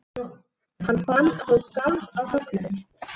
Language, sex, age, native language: Icelandic, female, 11, Icelandic